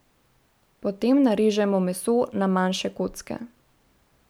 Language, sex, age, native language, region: Slovenian, female, 18-29, Slovenian, Central Slovenia